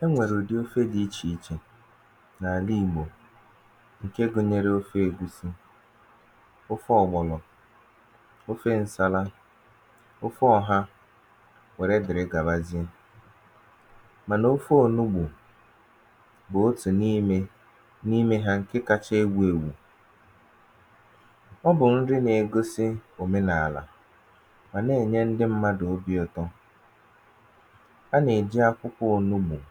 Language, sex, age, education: Igbo, male, 15-29, tertiary